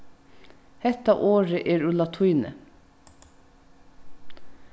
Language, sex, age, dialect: Faroese, female, 15-35, Vágar